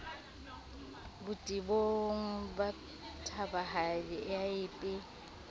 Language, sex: Southern Sotho, female